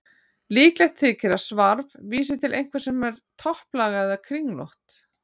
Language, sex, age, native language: Icelandic, female, 40-49, Icelandic